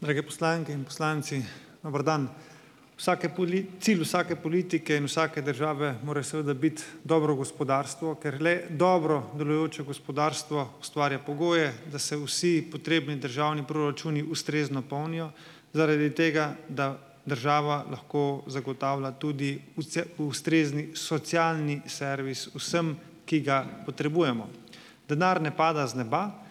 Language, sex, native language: Slovenian, male, Slovenian